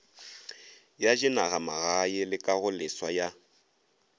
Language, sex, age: Northern Sotho, male, 22